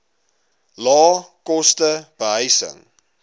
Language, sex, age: Afrikaans, male, 21